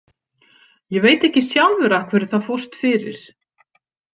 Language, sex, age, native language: Icelandic, female, 50-59, Icelandic